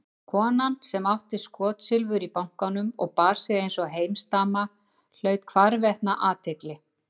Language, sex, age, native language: Icelandic, female, 50-59, Icelandic